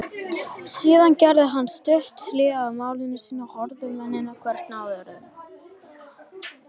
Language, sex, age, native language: Icelandic, male, 18-19, Icelandic